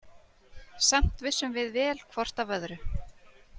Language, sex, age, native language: Icelandic, female, 30-39, Icelandic